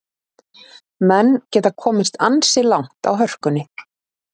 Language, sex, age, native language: Icelandic, female, 30-39, Icelandic